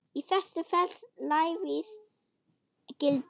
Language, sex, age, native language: Icelandic, female, 8, German